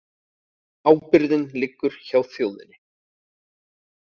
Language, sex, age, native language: Icelandic, male, 30-39, Icelandic